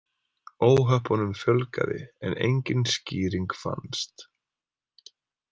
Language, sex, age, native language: Icelandic, male, 30-39, Icelandic